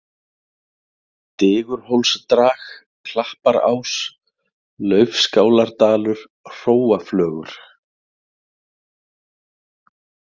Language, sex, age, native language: Icelandic, male, 40-49, Icelandic